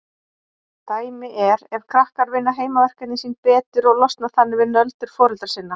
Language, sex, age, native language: Icelandic, female, 40-49, Icelandic